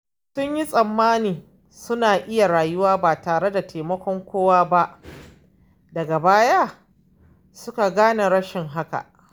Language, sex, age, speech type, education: Hausa, female, 15-29, spontaneous, tertiary